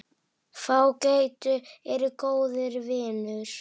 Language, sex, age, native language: Icelandic, female, 8, Icelandic